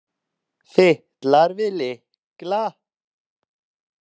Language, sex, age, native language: Icelandic, male, 30-39, Icelandic